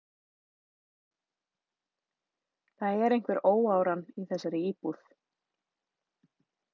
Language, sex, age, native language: Icelandic, female, 30-39, Icelandic